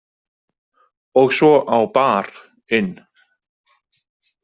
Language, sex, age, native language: Icelandic, male, 40-49, Icelandic